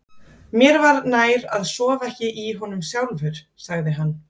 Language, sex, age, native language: Icelandic, female, 30-39, Icelandic